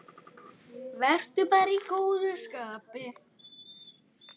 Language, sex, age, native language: Icelandic, male, 9, Icelandic